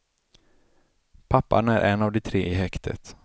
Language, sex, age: Swedish, male, 35